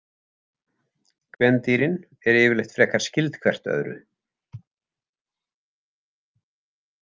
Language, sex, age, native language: Icelandic, male, 70-79, Icelandic